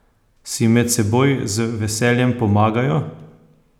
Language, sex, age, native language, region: Slovenian, male, 30-49, Slovenian, Posavska region